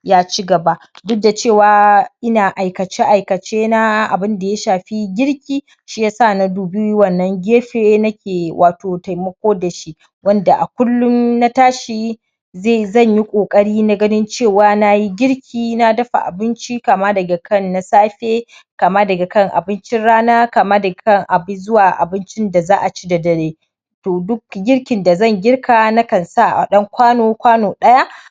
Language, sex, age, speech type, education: Hausa, male, 15-29, spontaneous, secondary